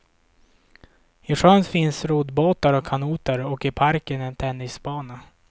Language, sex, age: Swedish, male, 26